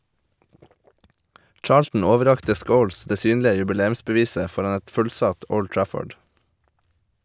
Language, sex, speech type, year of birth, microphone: Norwegian, male, read, 1989, Shure